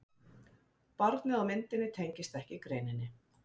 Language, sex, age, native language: Icelandic, female, 50-59, Icelandic